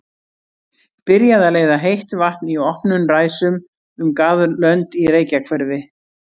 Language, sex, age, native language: Icelandic, female, 60-69, Icelandic